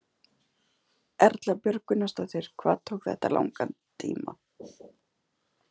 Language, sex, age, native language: Icelandic, female, 40-49, Icelandic